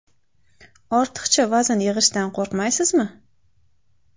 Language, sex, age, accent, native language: Uzbek, female, 18-24, Toshkent shahri, Uzbek